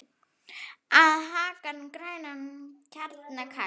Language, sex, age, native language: Icelandic, female, 9, Icelandic